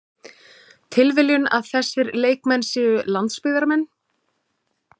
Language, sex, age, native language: Icelandic, female, 30-39, Icelandic